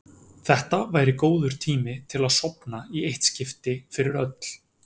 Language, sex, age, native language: Icelandic, male, 30-39, Icelandic